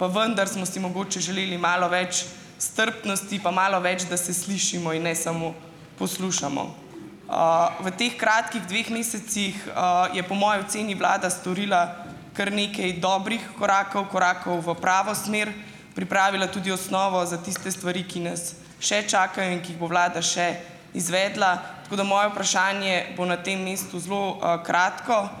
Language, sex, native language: Slovenian, female, Slovenian